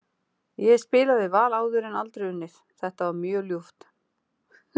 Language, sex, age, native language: Icelandic, female, 40-49, Icelandic